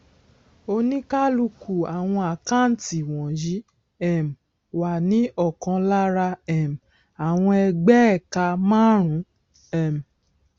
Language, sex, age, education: Yoruba, female, 46-60, tertiary